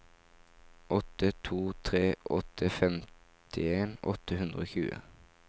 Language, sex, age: Norwegian, male, 17